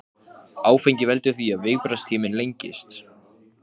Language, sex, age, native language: Icelandic, male, 14, Icelandic